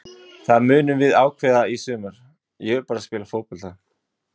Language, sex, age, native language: Icelandic, male, 20-29, Icelandic